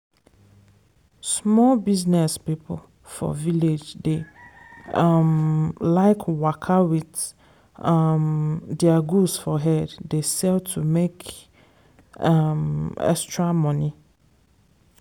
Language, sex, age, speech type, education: Nigerian Pidgin, female, 15-29, spontaneous, secondary